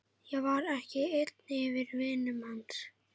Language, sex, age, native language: Icelandic, female, 11, Icelandic